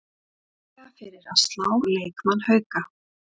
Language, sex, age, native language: Icelandic, female, 30-39, Icelandic